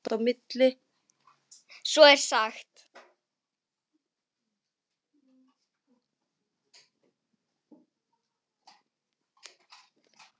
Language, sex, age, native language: Icelandic, female, 8, Icelandic